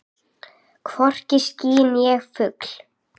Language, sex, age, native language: Icelandic, female, 8, Icelandic